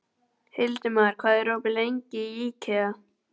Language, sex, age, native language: Icelandic, male, 12, Icelandic